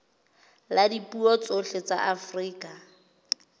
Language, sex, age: Southern Sotho, female, 29